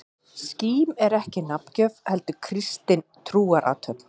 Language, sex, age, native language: Icelandic, female, 40-49, Icelandic